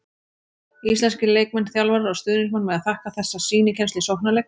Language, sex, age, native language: Icelandic, female, 30-39, Icelandic